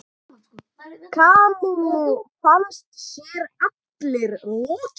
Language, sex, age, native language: Icelandic, male, 10, Icelandic